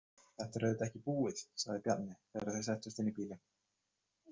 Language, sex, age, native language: Icelandic, male, 30-39, Icelandic